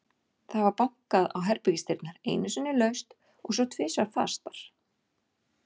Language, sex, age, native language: Icelandic, female, 40-49, Icelandic